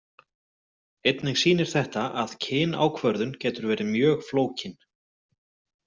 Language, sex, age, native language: Icelandic, male, 40-49, Icelandic